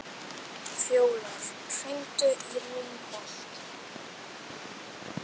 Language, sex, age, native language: Icelandic, male, 11, Icelandic